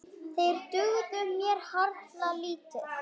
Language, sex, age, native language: Icelandic, male, 8, Icelandic